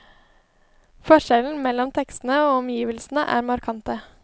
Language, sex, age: Norwegian, female, 20